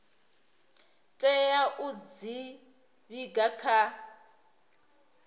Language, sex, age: Venda, female, 26